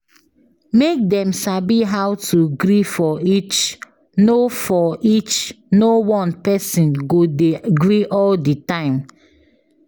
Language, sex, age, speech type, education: Nigerian Pidgin, female, 15-29, spontaneous, tertiary